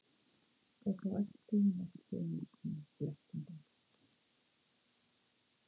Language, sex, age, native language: Icelandic, female, 50-59, Icelandic